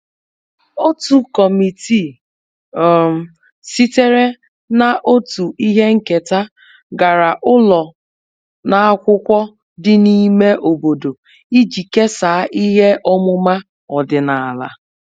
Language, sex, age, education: Igbo, female, 30-45, tertiary